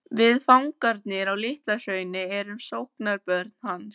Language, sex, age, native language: Icelandic, female, 14, Icelandic